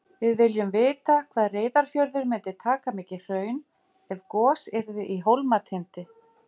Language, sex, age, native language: Icelandic, female, 50-59, Icelandic